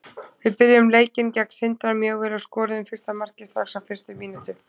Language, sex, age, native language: Icelandic, female, 20-29, Icelandic